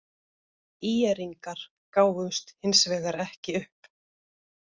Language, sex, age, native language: Icelandic, female, 50-59, Icelandic